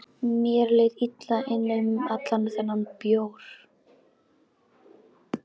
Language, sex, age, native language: Icelandic, female, 12, Icelandic